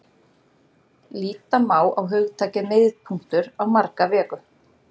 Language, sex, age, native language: Icelandic, female, 30-39, Icelandic